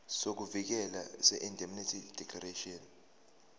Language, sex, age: Zulu, male, 19